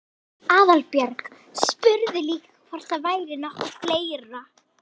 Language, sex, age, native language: Icelandic, female, 11, Icelandic